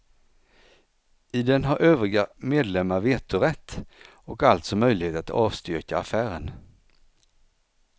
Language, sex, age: Swedish, male, 49